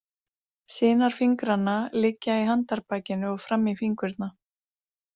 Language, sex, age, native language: Icelandic, female, 40-49, Icelandic